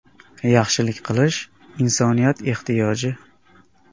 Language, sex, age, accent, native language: Uzbek, male, 18-24, Andijon, Uzbek